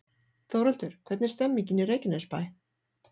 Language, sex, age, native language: Icelandic, female, 40-49, Icelandic